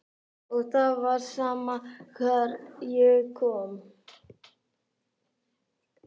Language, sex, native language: Icelandic, other, Icelandic